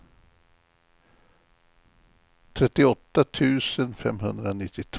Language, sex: Swedish, male